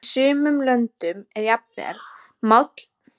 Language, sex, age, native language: Icelandic, female, 60-69, Icelandic